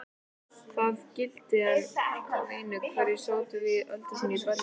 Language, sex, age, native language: Icelandic, male, 11, Icelandic